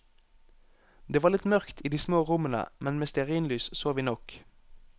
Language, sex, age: Norwegian, male, 18